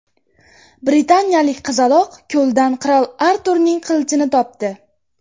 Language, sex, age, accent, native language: Uzbek, female, 12-17, Jizzax, Uzbek